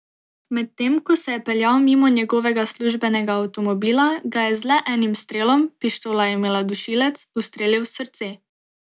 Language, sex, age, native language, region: Slovenian, female, 18-29, Slovenian, Drava region